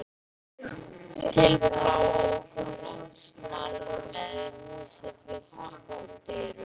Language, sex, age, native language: Icelandic, male, 12, Icelandic